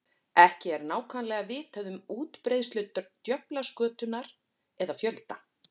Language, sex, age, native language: Icelandic, female, 40-49, Icelandic